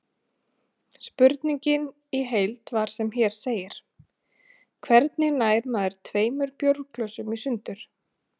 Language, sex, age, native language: Icelandic, female, 30-39, Icelandic